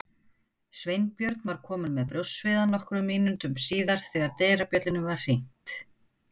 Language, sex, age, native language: Icelandic, female, 50-59, Icelandic